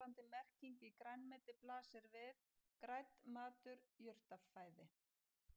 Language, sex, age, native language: Icelandic, female, 50-59, Icelandic